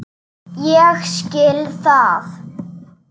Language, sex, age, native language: Icelandic, female, 7, Slovak